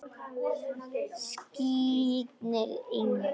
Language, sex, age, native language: Icelandic, female, 10, Icelandic